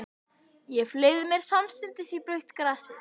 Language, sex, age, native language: Icelandic, female, 11, Icelandic